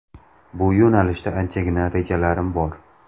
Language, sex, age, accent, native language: Uzbek, male, 19-29, Samarqand, Uzbek